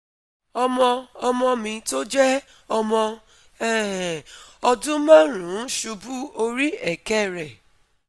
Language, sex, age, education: Yoruba, female, 30-45, tertiary